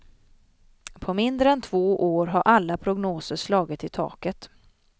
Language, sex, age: Swedish, female, 40